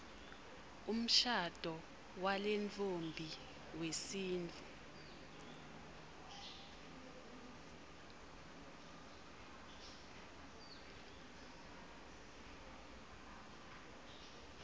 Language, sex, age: Swati, female, 22